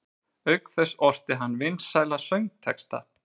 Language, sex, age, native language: Icelandic, male, 40-49, Icelandic